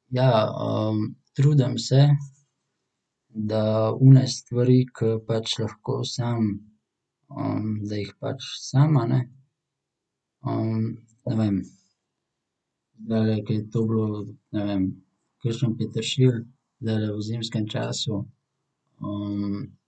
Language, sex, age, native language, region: Slovenian, male, 18-29, Slovenian, Central Slovenia